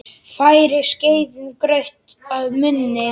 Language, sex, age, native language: Icelandic, male, 10, Icelandic